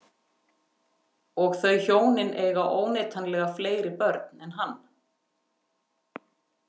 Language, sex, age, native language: Icelandic, female, 50-59, Icelandic